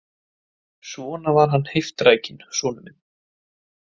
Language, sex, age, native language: Icelandic, male, 20-29, Icelandic